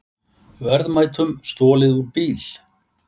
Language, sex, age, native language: Icelandic, male, 60-69, Icelandic